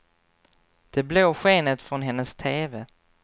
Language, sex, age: Swedish, male, 24